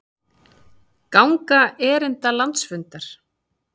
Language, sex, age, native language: Icelandic, female, 30-39, Icelandic